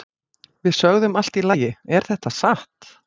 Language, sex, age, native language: Icelandic, female, 40-49, Icelandic